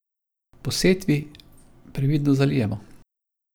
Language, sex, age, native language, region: Slovenian, male, 50-59, Slovenian, Savinja region